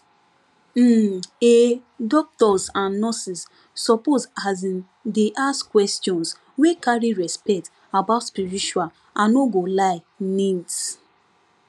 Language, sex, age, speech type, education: Nigerian Pidgin, female, 15-29, spontaneous, tertiary